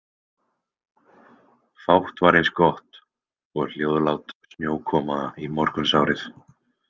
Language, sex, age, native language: Icelandic, male, 20-29, Icelandic